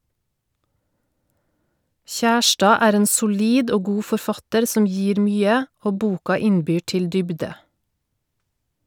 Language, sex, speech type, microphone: Norwegian, female, read, Shure